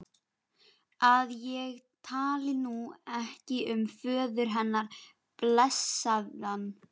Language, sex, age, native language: Icelandic, female, 11, Icelandic